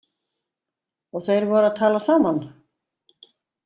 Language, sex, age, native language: Icelandic, female, 60-69, Icelandic